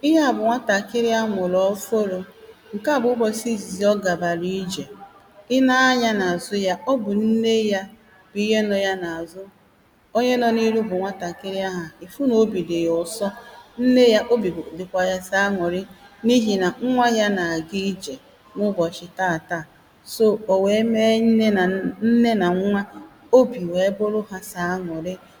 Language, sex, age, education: Igbo, female, 30-45, primary